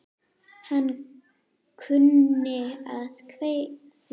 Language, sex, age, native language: Icelandic, female, 9, Icelandic